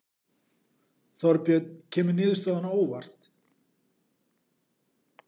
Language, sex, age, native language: Icelandic, male, 40-49, Icelandic